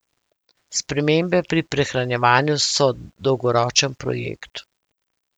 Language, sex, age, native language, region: Slovenian, female, 50-59, Slovenian, Central Slovenia